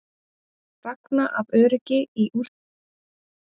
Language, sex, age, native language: Icelandic, female, 30-39, Icelandic